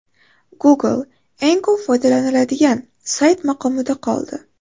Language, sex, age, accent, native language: Uzbek, female, 18-24, Toshkent shahri, Uzbek